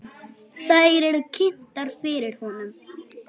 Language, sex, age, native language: Icelandic, female, 8, Icelandic